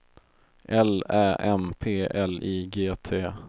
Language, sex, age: Swedish, male, 22